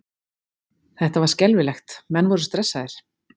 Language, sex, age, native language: Icelandic, female, 40-49, Icelandic